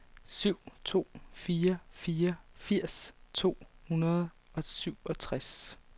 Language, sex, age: Danish, female, 29